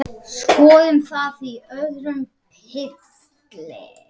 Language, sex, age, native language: Icelandic, male, 10, Icelandic